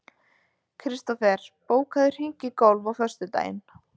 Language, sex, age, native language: Icelandic, female, 20-29, Icelandic